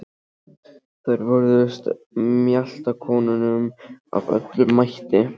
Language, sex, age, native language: Icelandic, male, 13, Icelandic